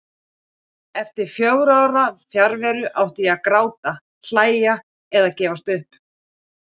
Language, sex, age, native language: Icelandic, female, 40-49, Icelandic